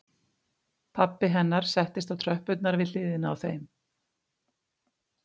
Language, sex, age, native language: Icelandic, female, 50-59, Icelandic